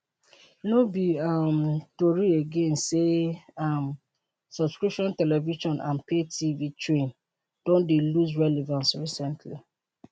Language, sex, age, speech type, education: Nigerian Pidgin, female, 30-45, spontaneous, tertiary